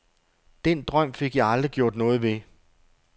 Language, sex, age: Danish, male, 48